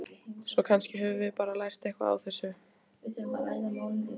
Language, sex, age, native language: Icelandic, female, 14, Icelandic